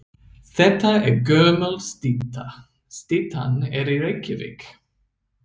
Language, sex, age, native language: Icelandic, male, 30-39, English